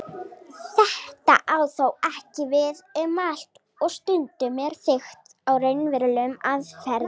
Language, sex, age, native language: Icelandic, female, 40-49, Icelandic